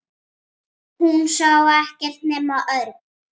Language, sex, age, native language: Icelandic, female, 8, Icelandic